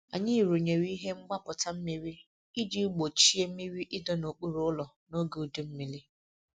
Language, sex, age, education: Igbo, female, 30-45, tertiary